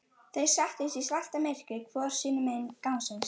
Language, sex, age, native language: Icelandic, female, 12, Icelandic